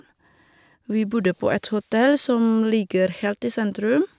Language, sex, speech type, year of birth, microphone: Norwegian, female, spontaneous, 1979, Shure